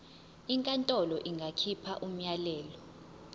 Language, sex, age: Zulu, female, 20